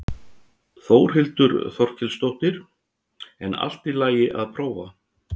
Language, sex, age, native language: Icelandic, male, 60-69, Icelandic